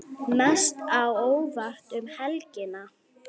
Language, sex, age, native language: Icelandic, female, 9, Icelandic